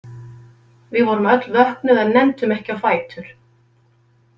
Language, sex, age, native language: Icelandic, female, 50-59, Icelandic